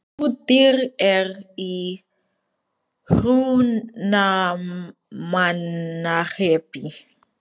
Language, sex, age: Icelandic, female, 20-29